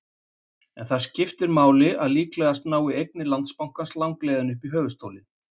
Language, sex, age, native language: Icelandic, male, 50-59, Icelandic